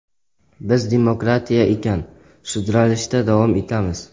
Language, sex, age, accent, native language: Uzbek, male, 12-17, Jizzax, Uzbek